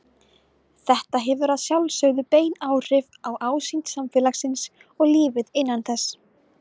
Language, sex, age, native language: Icelandic, female, 20-29, Icelandic